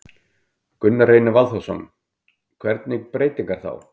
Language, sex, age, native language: Icelandic, male, 50-59, Icelandic